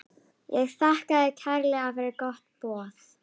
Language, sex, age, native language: Icelandic, female, 12, Icelandic